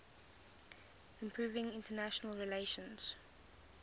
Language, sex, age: English, female, 20